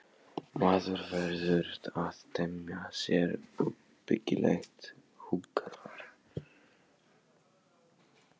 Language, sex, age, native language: Icelandic, male, 15, Polish